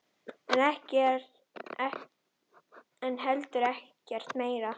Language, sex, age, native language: Icelandic, female, 10, Icelandic